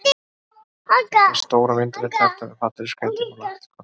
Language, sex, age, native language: Icelandic, male, 30-39, Icelandic